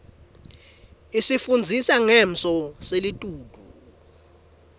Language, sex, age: Swati, male, 18